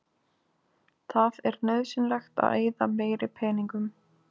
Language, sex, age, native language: Icelandic, female, 20-29, Icelandic